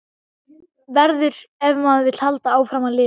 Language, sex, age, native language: Icelandic, male, 12, Icelandic